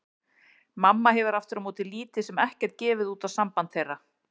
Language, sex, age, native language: Icelandic, female, 40-49, Icelandic